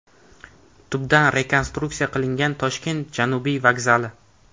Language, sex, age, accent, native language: Uzbek, male, 18-24, Navoiy, Uzbek